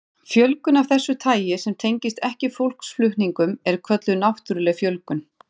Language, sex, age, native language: Icelandic, female, 40-49, Icelandic